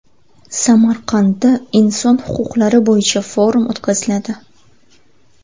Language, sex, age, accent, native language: Uzbek, female, 19-29, Buxoro, Uzbek